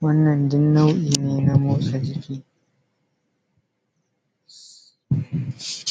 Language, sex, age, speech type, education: Hausa, male, 30-45, spontaneous, secondary